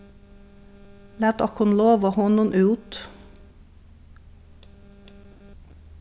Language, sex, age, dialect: Faroese, female, 36-60, Suðurstreymoy